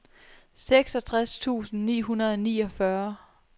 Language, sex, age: Danish, female, 23